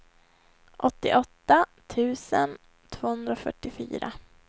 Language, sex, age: Swedish, female, 21